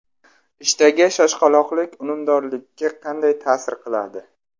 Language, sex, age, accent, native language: Uzbek, male, 25-34, Samarqand, Uzbek